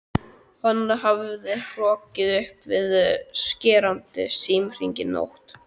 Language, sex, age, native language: Icelandic, male, 12, Icelandic